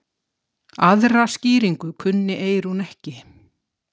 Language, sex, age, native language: Icelandic, female, 60-69, Icelandic